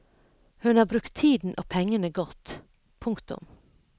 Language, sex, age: Norwegian, female, 57